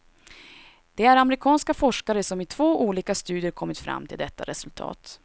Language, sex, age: Swedish, female, 26